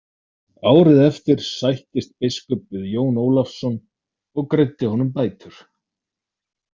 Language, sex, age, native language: Icelandic, male, 30-39, Icelandic